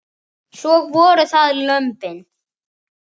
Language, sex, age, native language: Icelandic, female, 9, Icelandic